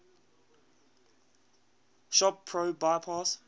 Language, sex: English, male